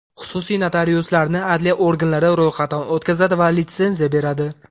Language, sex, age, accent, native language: Uzbek, male, 18-24, Farg'ona, Uzbek